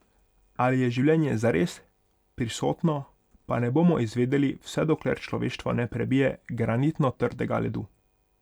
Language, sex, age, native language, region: Slovenian, male, 18-29, Hungarian, Pomurje region